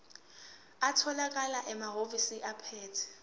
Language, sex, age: Zulu, female, 18